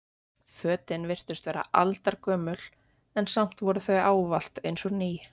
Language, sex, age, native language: Icelandic, female, 20-29, Icelandic